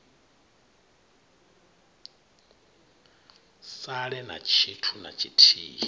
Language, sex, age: Venda, male, 39